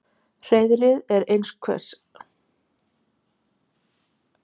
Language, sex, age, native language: Icelandic, female, 50-59, Icelandic